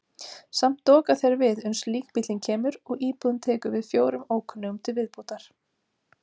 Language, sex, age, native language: Icelandic, female, 30-39, Icelandic